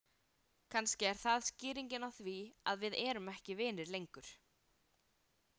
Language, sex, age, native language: Icelandic, female, 18-19, Icelandic